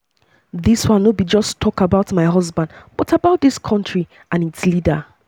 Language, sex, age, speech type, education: Nigerian Pidgin, female, 15-29, spontaneous, tertiary